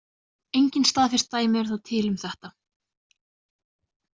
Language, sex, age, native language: Icelandic, female, 20-29, Icelandic